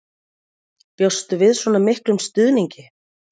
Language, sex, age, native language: Icelandic, female, 40-49, Icelandic